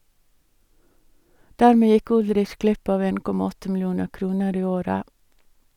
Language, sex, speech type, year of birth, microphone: Norwegian, female, read, 1962, Sennheiser